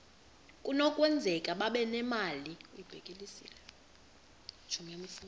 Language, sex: Xhosa, female